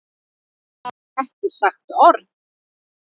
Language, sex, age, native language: Icelandic, female, 30-39, Icelandic